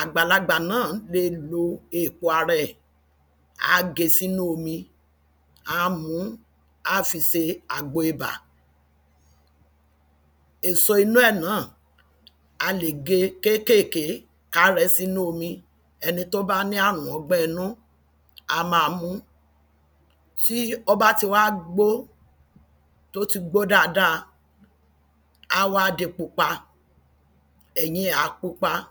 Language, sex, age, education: Yoruba, female, 46-60, tertiary